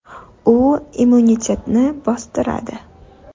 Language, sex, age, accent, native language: Uzbek, female, 19-29, Toshkent shahri, Uzbek